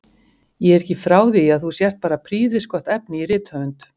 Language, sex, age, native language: Icelandic, female, 50-59, Icelandic